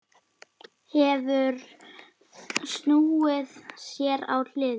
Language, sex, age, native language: Icelandic, female, 40-49, Icelandic